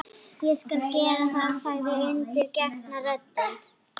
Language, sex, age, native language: Icelandic, female, 40-49, Icelandic